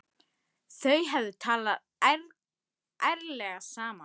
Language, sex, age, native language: Icelandic, female, 10, Icelandic